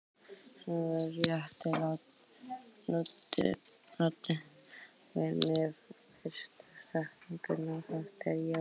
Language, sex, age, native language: Icelandic, female, 18-19, Icelandic